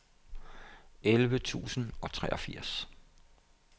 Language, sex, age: Danish, male, 57